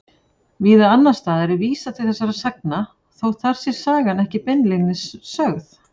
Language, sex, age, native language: Icelandic, female, 40-49, Icelandic